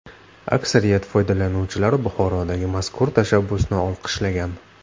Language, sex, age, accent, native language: Uzbek, male, 25-34, Namangan, Uzbek